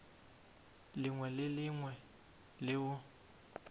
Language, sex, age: Northern Sotho, male, 18